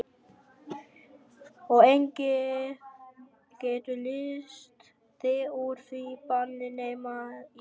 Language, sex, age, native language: Icelandic, male, 11, Vietnamese